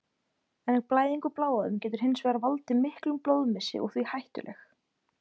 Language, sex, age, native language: Icelandic, female, 20-29, Icelandic